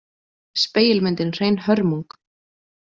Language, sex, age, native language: Icelandic, female, 20-29, Icelandic